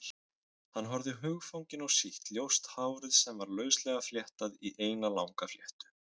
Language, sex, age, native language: Icelandic, male, 20-29, Icelandic